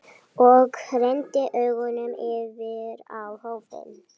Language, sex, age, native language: Icelandic, female, 12, Icelandic